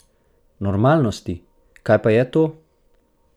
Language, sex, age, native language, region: Slovenian, male, 18-29, Slovenian, Central Slovenia